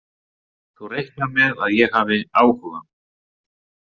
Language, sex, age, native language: Icelandic, male, 30-39, Icelandic